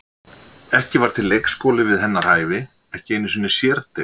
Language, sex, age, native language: Icelandic, male, 60-69, Icelandic